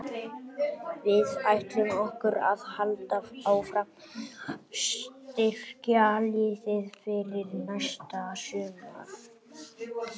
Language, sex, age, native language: Icelandic, female, 40-49, Icelandic